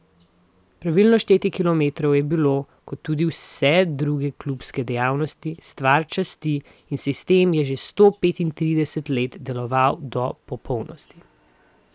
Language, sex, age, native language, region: Slovenian, female, 18-29, Slovenian, Central Slovenia